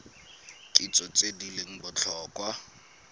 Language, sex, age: Tswana, male, 22